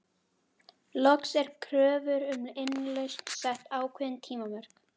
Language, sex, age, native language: Icelandic, female, 12, Icelandic